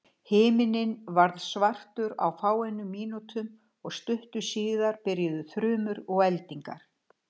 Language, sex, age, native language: Icelandic, female, 60-69, Icelandic